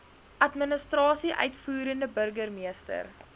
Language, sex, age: Afrikaans, female, 19